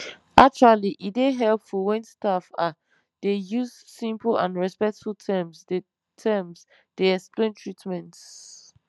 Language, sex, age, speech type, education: Nigerian Pidgin, female, 15-29, spontaneous, tertiary